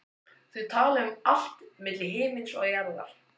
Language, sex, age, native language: Icelandic, male, 14, Icelandic